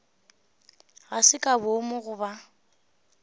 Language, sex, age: Northern Sotho, female, 18